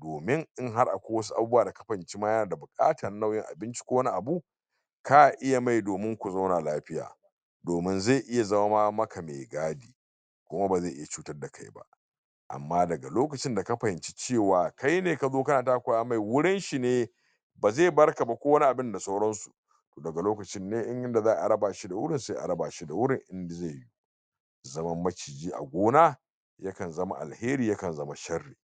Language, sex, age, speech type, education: Hausa, male, 46-60, spontaneous, tertiary